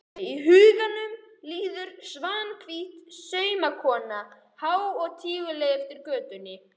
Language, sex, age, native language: Icelandic, male, 11, Icelandic